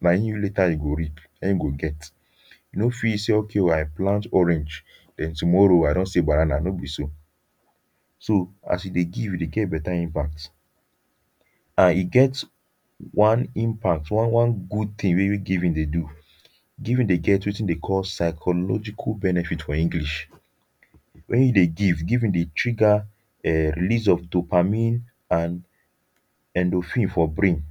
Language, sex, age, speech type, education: Nigerian Pidgin, male, 15-29, spontaneous, tertiary